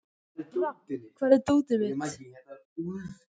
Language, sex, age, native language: Icelandic, male, 14, Icelandic